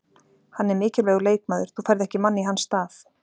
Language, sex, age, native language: Icelandic, female, 40-49, Icelandic